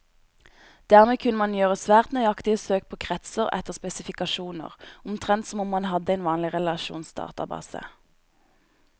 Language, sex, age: Norwegian, female, 26